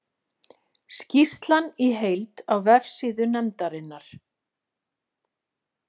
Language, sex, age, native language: Icelandic, female, 40-49, Icelandic